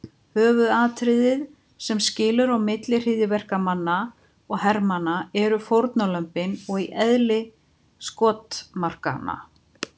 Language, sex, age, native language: Icelandic, female, 50-59, Icelandic